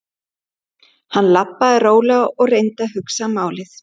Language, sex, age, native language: Icelandic, female, 11, Icelandic